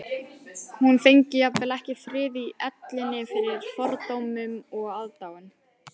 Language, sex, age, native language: Icelandic, female, 18-19, Icelandic